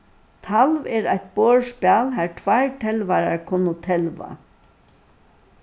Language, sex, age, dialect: Faroese, female, 61+, Suðurstreymoy